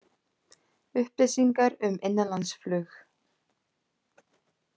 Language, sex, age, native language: Icelandic, female, 30-39, Icelandic